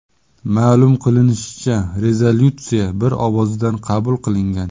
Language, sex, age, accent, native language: Uzbek, male, 30-39, Surxondaryo, Uzbek